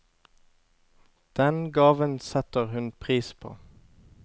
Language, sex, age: Norwegian, male, 25